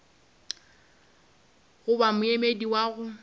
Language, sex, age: Northern Sotho, female, 26